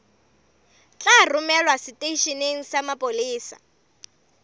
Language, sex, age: Southern Sotho, female, 25